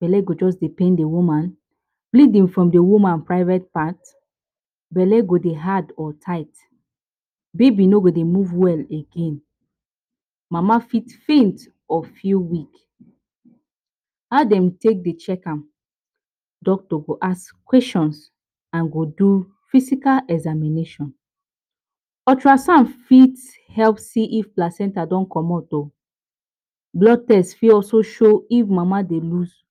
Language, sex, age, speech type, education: Nigerian Pidgin, female, 15-29, spontaneous, tertiary